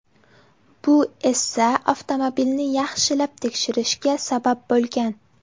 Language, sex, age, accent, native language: Uzbek, female, 18-24, Farg'ona, Uzbek